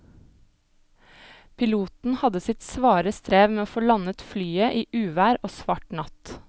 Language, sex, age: Norwegian, female, 25